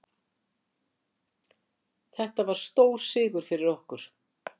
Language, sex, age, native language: Icelandic, female, 60-69, Icelandic